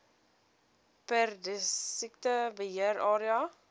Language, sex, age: Afrikaans, female, 19